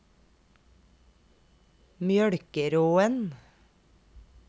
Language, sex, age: Norwegian, female, 32